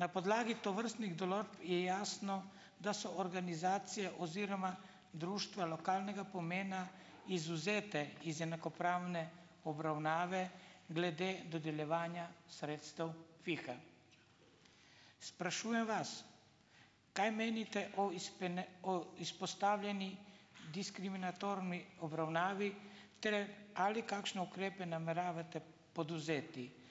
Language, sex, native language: Slovenian, male, Slovenian